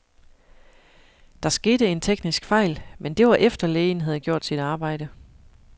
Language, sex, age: Danish, female, 41